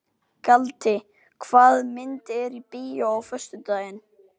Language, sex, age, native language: Icelandic, male, 12, Icelandic